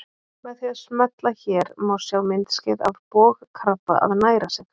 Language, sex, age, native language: Icelandic, female, 30-39, Icelandic